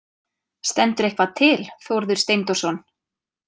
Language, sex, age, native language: Icelandic, female, 30-39, Icelandic